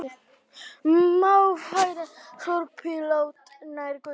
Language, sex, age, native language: Icelandic, male, 18-19, Icelandic